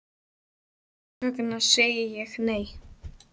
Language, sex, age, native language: Icelandic, male, 10, Icelandic